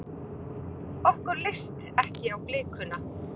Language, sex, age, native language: Icelandic, male, 40-49, Icelandic